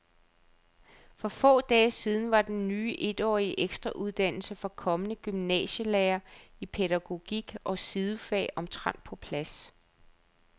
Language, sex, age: Danish, female, 35